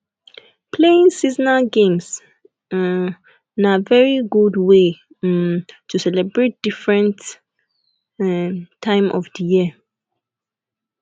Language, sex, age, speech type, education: Nigerian Pidgin, female, 15-29, spontaneous, tertiary